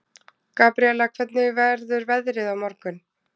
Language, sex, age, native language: Icelandic, female, 20-29, Icelandic